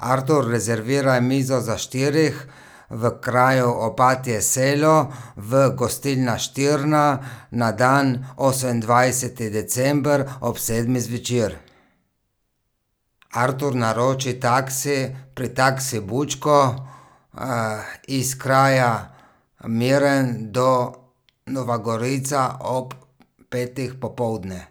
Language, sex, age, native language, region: Slovenian, male, 30-49, Slovenian, Gorica region